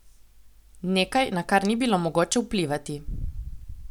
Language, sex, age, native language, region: Slovenian, female, 18-29, Slovenian, Coastal Karst region